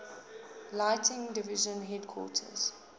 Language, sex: English, female